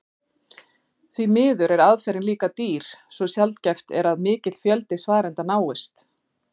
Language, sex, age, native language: Icelandic, female, 40-49, Icelandic